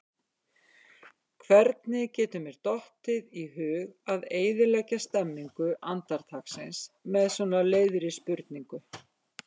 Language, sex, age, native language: Icelandic, female, 50-59, Icelandic